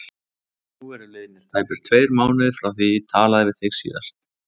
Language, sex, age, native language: Icelandic, male, 20-29, Icelandic